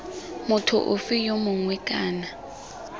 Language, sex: Tswana, female